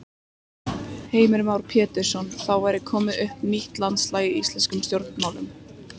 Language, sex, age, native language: Icelandic, female, 18-19, Icelandic